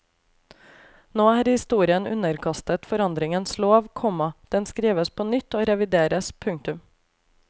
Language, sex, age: Norwegian, female, 28